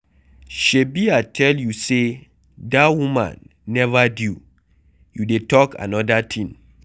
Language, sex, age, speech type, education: Nigerian Pidgin, male, 15-29, read, secondary